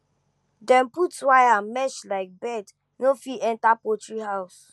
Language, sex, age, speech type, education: Nigerian Pidgin, female, 15-29, spontaneous, tertiary